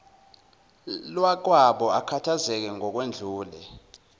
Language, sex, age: Zulu, male, 19